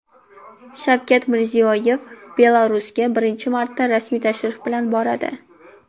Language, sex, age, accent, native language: Uzbek, female, under 19, Toshkent shahri, Uzbek